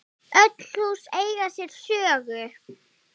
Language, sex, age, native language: Icelandic, female, 8, Icelandic